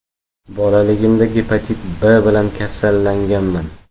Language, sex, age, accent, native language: Uzbek, male, 12-17, Jizzax, Uzbek